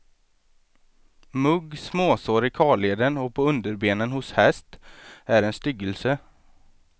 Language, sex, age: Swedish, male, 23